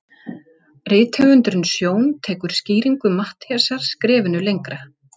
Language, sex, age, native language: Icelandic, female, 40-49, Icelandic